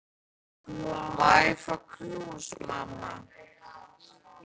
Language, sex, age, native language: Icelandic, male, 10, Icelandic